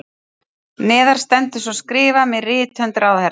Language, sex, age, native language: Icelandic, male, 12, Icelandic